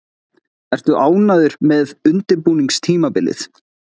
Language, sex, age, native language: Icelandic, male, 20-29, Icelandic